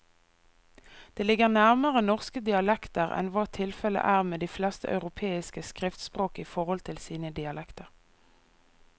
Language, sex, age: Norwegian, female, 24